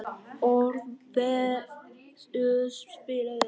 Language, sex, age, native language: Icelandic, male, 11, Vietnamese